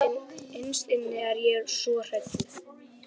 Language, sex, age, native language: Icelandic, male, 12, Icelandic